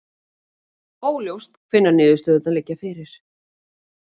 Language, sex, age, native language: Icelandic, female, 40-49, Icelandic